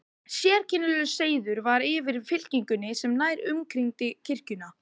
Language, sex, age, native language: Icelandic, male, 12, Icelandic